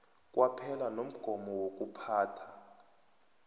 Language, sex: South Ndebele, male